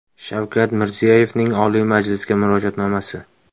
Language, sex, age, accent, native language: Uzbek, male, 25-34, Jizzax, Uzbek